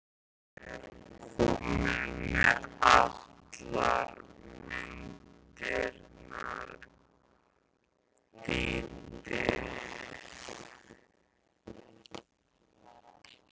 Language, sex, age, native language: Icelandic, male, 13, Icelandic